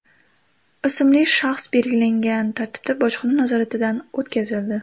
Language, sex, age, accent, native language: Uzbek, female, 18-24, Andijon, Uzbek